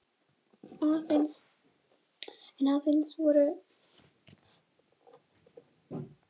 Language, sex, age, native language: Icelandic, female, 8, Icelandic